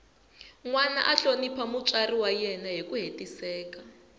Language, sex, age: Tsonga, female, 20